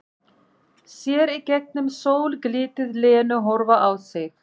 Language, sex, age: Icelandic, female, 40-49